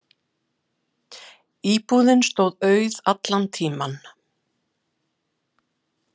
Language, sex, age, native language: Icelandic, female, 50-59, Icelandic